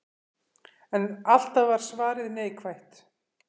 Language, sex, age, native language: Icelandic, female, 50-59, Icelandic